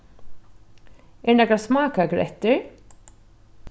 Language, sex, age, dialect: Faroese, female, 36-60, Norðuroyggjar